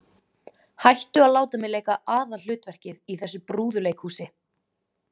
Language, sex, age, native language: Icelandic, female, 20-29, Icelandic